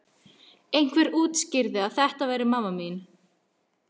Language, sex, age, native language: Icelandic, female, 13, Icelandic